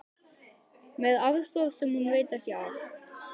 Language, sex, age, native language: Icelandic, male, 12, Icelandic